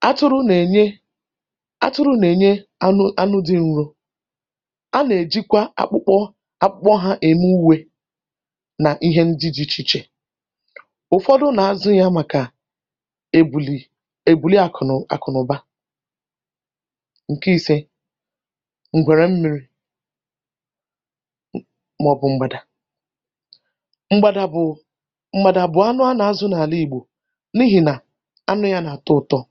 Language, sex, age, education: Igbo, female, 15-29, tertiary